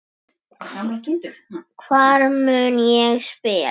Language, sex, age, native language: Icelandic, female, 10, Icelandic